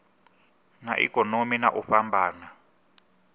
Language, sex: Venda, male